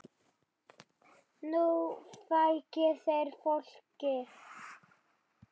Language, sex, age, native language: Icelandic, male, 9, Icelandic